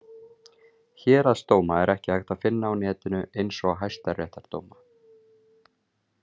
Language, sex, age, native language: Icelandic, male, 30-39, Icelandic